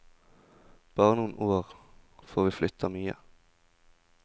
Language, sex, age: Norwegian, male, 20